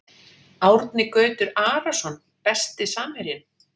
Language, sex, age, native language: Icelandic, female, 40-49, Icelandic